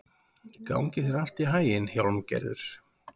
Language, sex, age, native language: Icelandic, male, 40-49, Icelandic